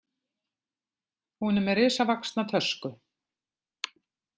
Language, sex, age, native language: Icelandic, female, 50-59, Icelandic